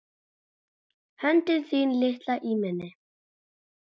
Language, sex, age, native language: Icelandic, male, 9, Icelandic